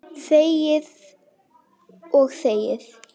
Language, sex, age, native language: Icelandic, female, 10, Icelandic